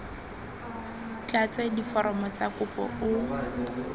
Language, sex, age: Tswana, female, 19